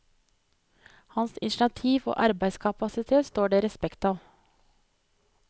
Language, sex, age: Norwegian, female, 30